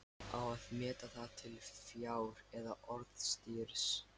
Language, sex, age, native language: Icelandic, male, 13, Lithuanian